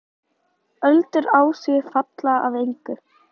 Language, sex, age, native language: Icelandic, female, 13, Icelandic